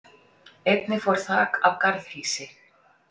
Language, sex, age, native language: Icelandic, female, 40-49, Icelandic